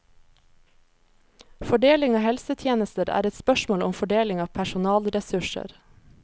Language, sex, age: Norwegian, female, 26